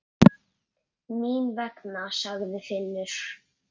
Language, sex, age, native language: Icelandic, male, 8, Icelandic